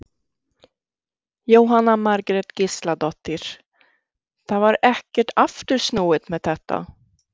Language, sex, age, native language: Icelandic, female, 60-69, Swedish